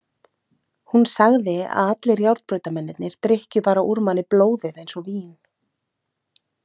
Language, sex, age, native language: Icelandic, female, 30-39, Icelandic